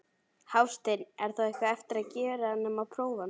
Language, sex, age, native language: Icelandic, male, 11, Icelandic